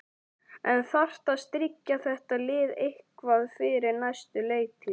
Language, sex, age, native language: Icelandic, male, 11, Icelandic